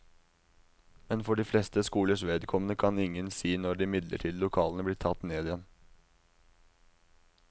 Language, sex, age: Norwegian, male, 19